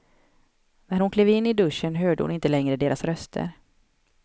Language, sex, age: Swedish, female, 31